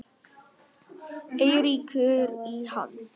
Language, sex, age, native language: Icelandic, male, 10, Vietnamese